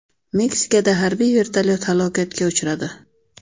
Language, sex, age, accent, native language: Uzbek, female, 35+, Navoiy, Uzbek